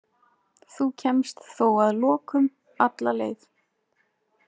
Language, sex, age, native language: Icelandic, female, 20-29, Icelandic